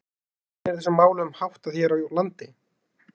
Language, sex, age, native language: Icelandic, male, 20-29, Icelandic